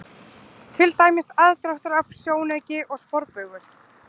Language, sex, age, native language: Icelandic, other, 20-29, Icelandic